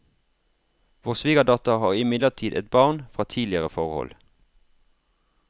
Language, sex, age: Norwegian, male, 33